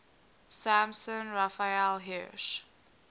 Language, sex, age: English, female, 19